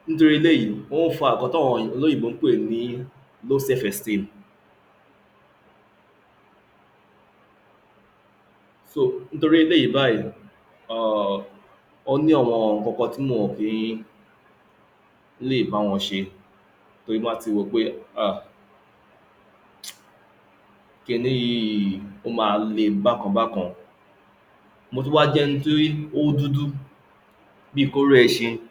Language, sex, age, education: Yoruba, male, 60+, tertiary